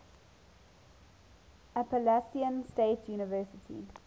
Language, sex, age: English, female, 19